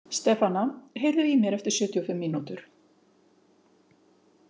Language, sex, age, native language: Icelandic, female, 50-59, Icelandic